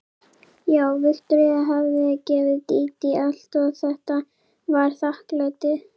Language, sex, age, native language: Icelandic, female, 11, Icelandic